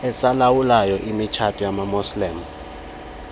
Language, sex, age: Xhosa, male, 33